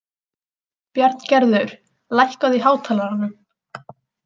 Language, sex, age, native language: Icelandic, female, 18-19, Icelandic